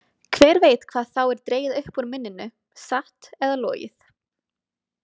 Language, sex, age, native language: Icelandic, female, 20-29, Icelandic